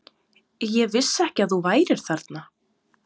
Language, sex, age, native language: Icelandic, female, 20-29, Serbo-Croatian